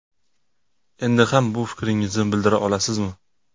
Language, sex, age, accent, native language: Uzbek, male, 25-34, Toshkent viloyati, Uzbek